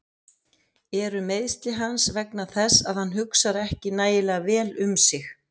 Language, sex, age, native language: Icelandic, female, 50-59, Icelandic